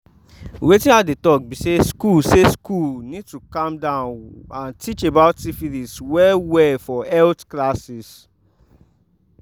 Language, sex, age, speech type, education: Nigerian Pidgin, male, 15-29, spontaneous, tertiary